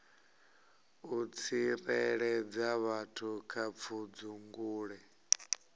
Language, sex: Venda, male